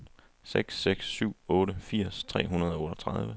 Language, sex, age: Danish, male, 23